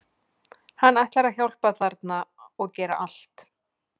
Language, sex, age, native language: Icelandic, female, 40-49, Icelandic